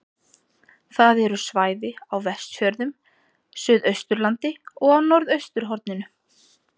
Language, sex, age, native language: Icelandic, female, 30-39, Icelandic